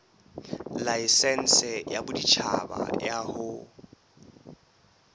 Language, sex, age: Southern Sotho, male, 23